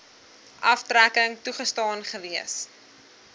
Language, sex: Afrikaans, female